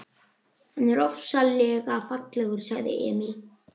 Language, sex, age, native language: Icelandic, male, 11, Icelandic